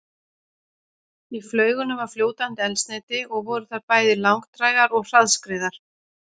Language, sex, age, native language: Icelandic, female, 30-39, Icelandic